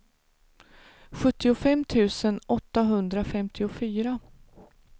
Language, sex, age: Swedish, female, 49